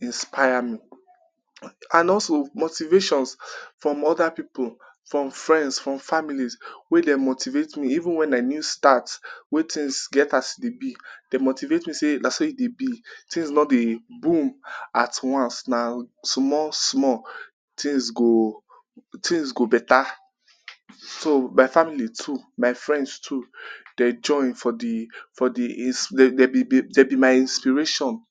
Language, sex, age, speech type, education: Nigerian Pidgin, male, 15-29, spontaneous, tertiary